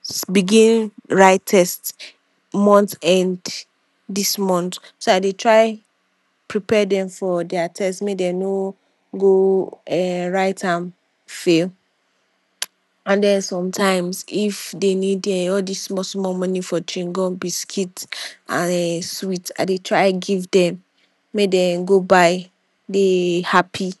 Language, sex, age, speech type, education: Nigerian Pidgin, female, 46-60, spontaneous, tertiary